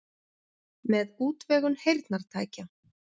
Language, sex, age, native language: Icelandic, female, 40-49, Icelandic